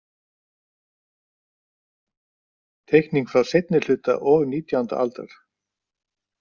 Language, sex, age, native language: Icelandic, male, 60-69, Icelandic